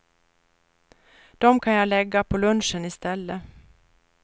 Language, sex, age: Swedish, female, 49